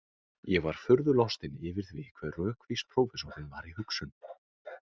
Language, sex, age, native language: Icelandic, male, 18-19, Icelandic